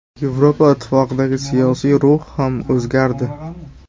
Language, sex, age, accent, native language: Uzbek, male, 18-24, Samarqand, Uzbek